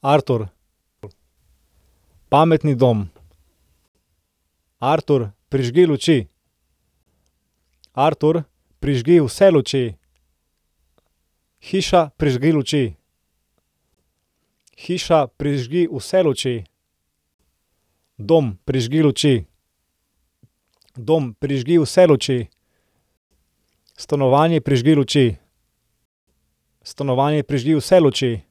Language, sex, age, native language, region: Slovenian, male, 18-29, Slovenian, Central Slovenia